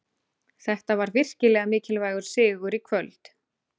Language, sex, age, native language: Icelandic, female, 30-39, Icelandic